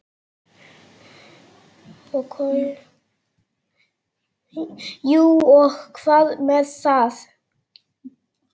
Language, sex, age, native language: Icelandic, female, 8, Icelandic